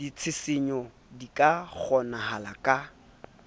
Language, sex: Southern Sotho, male